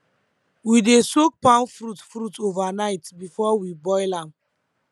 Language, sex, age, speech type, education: Nigerian Pidgin, female, 15-29, spontaneous, tertiary